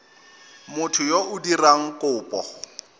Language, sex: Tswana, male